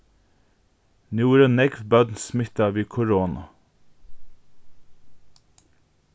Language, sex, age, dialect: Faroese, male, 15-35, Norðurstreymoy/Eysturoy